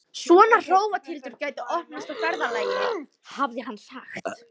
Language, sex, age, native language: Icelandic, female, 14, Icelandic